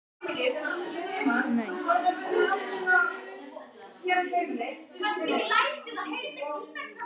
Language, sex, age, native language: Icelandic, female, 18-19, Icelandic